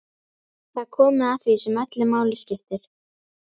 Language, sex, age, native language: Icelandic, female, 11, Icelandic